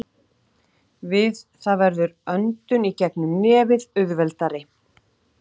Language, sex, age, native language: Icelandic, female, 40-49, Icelandic